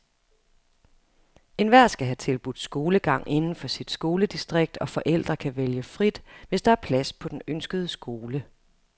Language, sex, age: Danish, female, 35